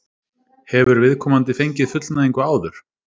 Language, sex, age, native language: Icelandic, male, 30-39, Icelandic